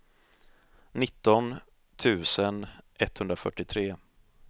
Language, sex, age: Swedish, male, 30